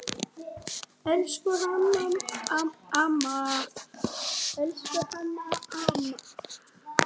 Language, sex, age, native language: Icelandic, male, 7, Icelandic